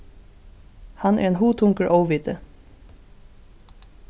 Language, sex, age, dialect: Faroese, female, 15-35, Suðurstreymoy